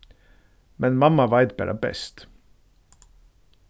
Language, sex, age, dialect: Faroese, male, 36-60, Suðurstreymoy